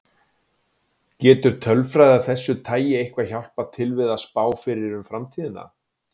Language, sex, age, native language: Icelandic, male, 40-49, Icelandic